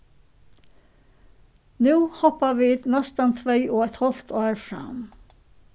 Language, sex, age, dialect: Faroese, female, 61+, Suðurstreymoy